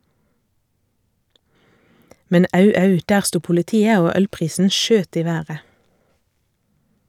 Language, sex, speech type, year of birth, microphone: Norwegian, female, read, 1984, Shure